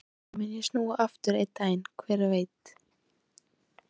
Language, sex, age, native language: Icelandic, female, 18-19, Icelandic